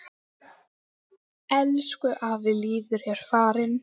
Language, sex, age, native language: Icelandic, female, 10, English